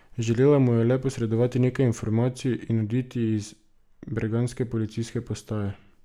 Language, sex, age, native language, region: Slovenian, male, 18-29, Slovenian, Drava region